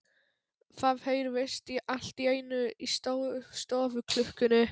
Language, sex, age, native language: Icelandic, male, 12, Polish